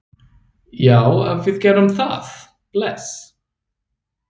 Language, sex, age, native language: Icelandic, male, 30-39, English